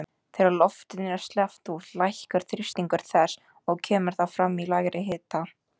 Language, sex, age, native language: Icelandic, female, 18-19, Icelandic